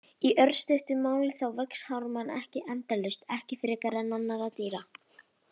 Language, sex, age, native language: Icelandic, female, 20-29, Icelandic